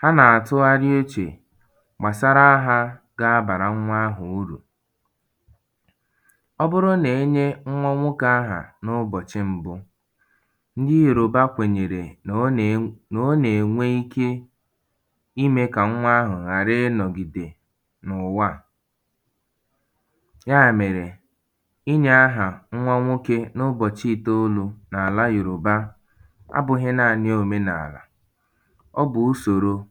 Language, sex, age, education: Igbo, male, 15-29, tertiary